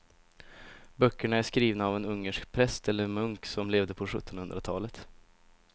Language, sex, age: Swedish, male, 17